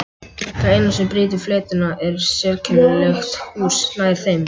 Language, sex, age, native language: Icelandic, male, 11, Icelandic